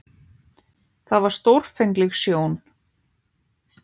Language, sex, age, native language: Icelandic, female, 18-19, Icelandic